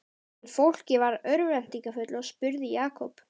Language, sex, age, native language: Icelandic, male, 12, Icelandic